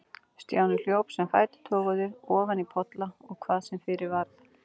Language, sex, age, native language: Icelandic, female, 40-49, Icelandic